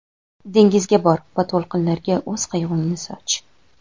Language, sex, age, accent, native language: Uzbek, female, 19-29, Toshkent viloyati, Uzbek